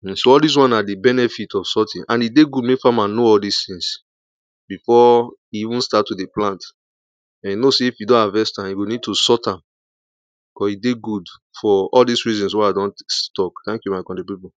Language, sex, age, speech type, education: Nigerian Pidgin, male, 30-45, spontaneous, primary